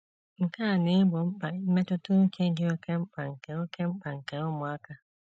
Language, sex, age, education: Igbo, female, 30-45, tertiary